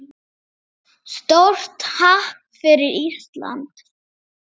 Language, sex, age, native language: Icelandic, female, 8, Icelandic